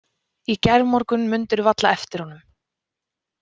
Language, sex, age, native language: Icelandic, female, 20-29, Icelandic